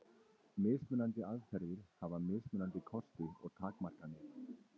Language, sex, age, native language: Icelandic, male, 30-39, Icelandic